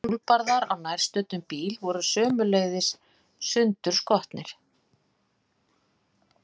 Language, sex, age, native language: Icelandic, female, 50-59, Icelandic